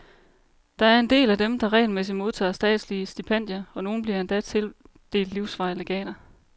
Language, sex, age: Danish, female, 30